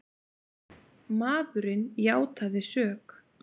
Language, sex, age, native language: Icelandic, female, 20-29, Icelandic